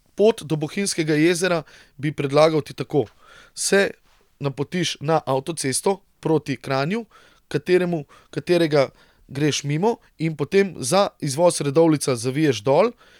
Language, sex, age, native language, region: Slovenian, male, 30-49, Slovenian, Central Slovenia